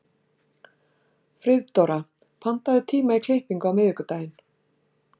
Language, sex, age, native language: Icelandic, female, 60-69, Icelandic